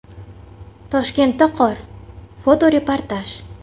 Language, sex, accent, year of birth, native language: Uzbek, female, Toshkent shahri, 1999, Uzbek